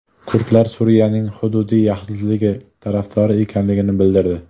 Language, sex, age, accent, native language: Uzbek, male, 18-24, Jizzax, Uzbek